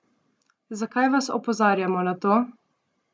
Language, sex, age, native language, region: Slovenian, female, 18-29, Slovenian, Coastal Karst region